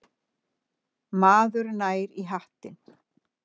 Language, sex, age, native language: Icelandic, female, 60-69, Icelandic